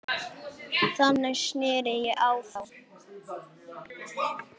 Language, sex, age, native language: Icelandic, female, 8, Icelandic